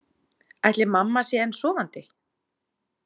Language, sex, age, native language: Icelandic, female, 40-49, Icelandic